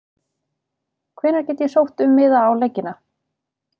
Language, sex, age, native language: Icelandic, female, 30-39, Icelandic